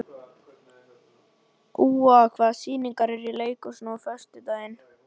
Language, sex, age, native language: Icelandic, male, 11, Icelandic